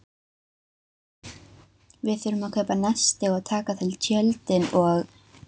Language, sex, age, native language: Icelandic, female, 12, Icelandic